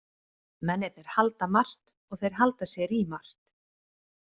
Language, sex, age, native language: Icelandic, female, 30-39, Icelandic